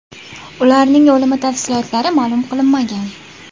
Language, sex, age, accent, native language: Uzbek, female, 19-29, Farg'ona, Uzbek